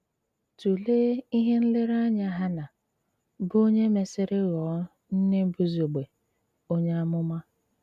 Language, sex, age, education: Igbo, female, 30-45, tertiary